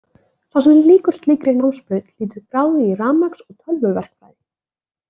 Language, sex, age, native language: Icelandic, female, 20-29, Icelandic